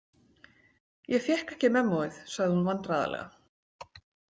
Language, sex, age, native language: Icelandic, female, 40-49, Icelandic